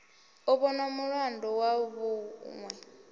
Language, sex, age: Venda, female, 24